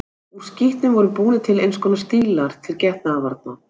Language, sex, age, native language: Icelandic, female, 60-69, Icelandic